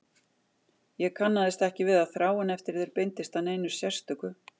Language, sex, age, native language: Icelandic, female, 50-59, Icelandic